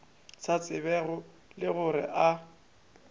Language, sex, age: Northern Sotho, male, 25